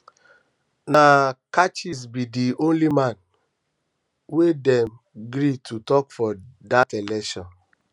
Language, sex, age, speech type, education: Nigerian Pidgin, male, 30-45, spontaneous, tertiary